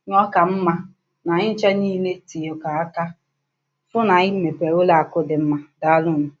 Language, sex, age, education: Igbo, female, 15-29, secondary